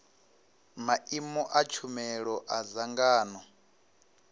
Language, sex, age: Venda, male, 19